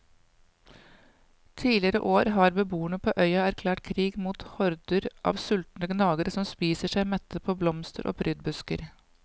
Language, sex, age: Norwegian, female, 55